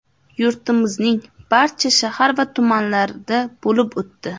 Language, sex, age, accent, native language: Uzbek, female, 19-29, Namangan, Uzbek